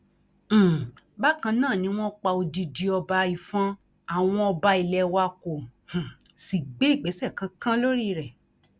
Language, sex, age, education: Yoruba, female, 46-60, tertiary